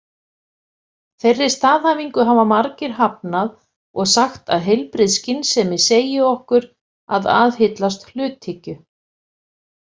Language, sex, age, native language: Icelandic, female, 50-59, Icelandic